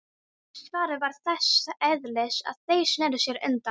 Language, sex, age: Icelandic, female, 13